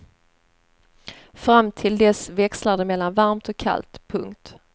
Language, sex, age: Swedish, female, 30